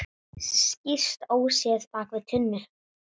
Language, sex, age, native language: Icelandic, female, 9, Icelandic